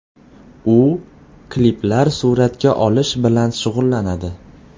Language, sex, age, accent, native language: Uzbek, male, 18-24, Qoraqalpog'iston, Uzbek